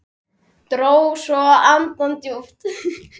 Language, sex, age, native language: Icelandic, male, 10, Icelandic